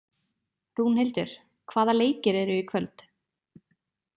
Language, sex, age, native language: Icelandic, female, 20-29, Icelandic